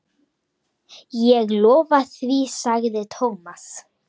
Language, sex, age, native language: Icelandic, female, 9, Icelandic